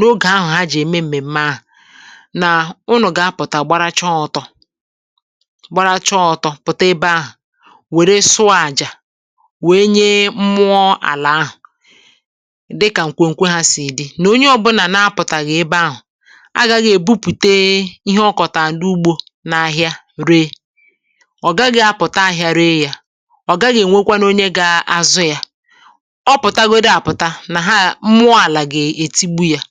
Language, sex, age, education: Igbo, female, 46-60, tertiary